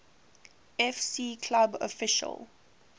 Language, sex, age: English, female, 18